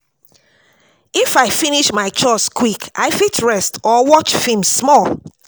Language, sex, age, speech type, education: Nigerian Pidgin, female, 46-60, spontaneous, tertiary